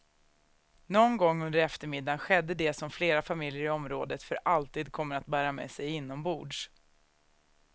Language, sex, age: Swedish, female, 36